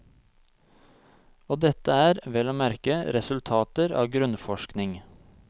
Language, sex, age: Norwegian, male, 26